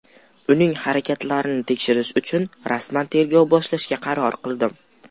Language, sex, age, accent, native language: Uzbek, male, under 19, Farg'ona, Uzbek